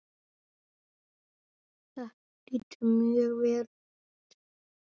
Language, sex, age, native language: Icelandic, male, 9, Icelandic